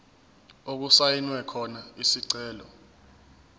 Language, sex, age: Zulu, male, 24